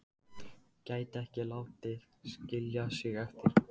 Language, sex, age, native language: Icelandic, male, 15, Icelandic